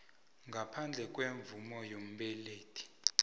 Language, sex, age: South Ndebele, male, 20